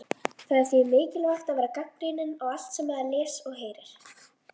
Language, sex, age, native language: Icelandic, female, 20-29, Icelandic